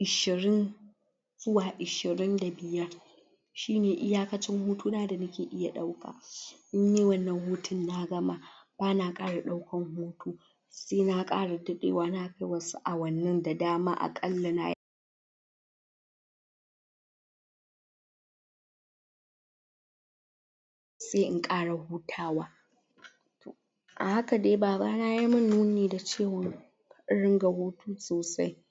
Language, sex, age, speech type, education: Hausa, female, 60+, spontaneous, tertiary